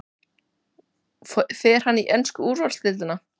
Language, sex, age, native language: Icelandic, male, 12, Icelandic